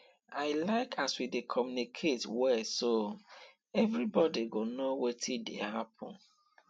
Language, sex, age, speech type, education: Nigerian Pidgin, female, 15-29, spontaneous, tertiary